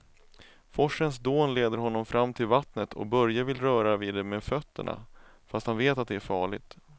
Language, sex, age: Swedish, male, 31